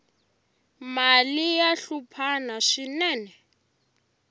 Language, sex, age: Tsonga, female, 18